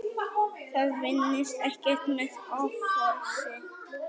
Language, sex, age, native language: Icelandic, female, 18-19, Icelandic